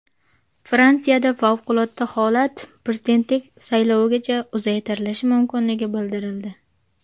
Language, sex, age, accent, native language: Uzbek, female, 19-29, Jizzax, Uzbek